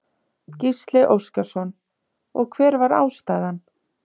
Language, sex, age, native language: Icelandic, female, 30-39, Icelandic